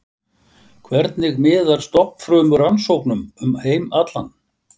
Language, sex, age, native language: Icelandic, male, 60-69, Icelandic